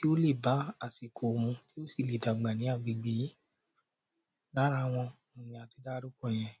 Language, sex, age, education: Yoruba, male, 30-45, primary